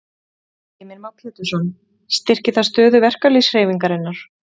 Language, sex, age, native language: Icelandic, female, 30-39, Icelandic